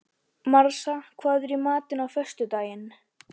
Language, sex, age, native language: Icelandic, male, 13, Icelandic